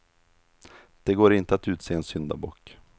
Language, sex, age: Swedish, male, 32